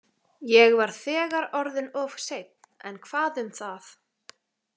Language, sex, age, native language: Icelandic, female, 18-19, Icelandic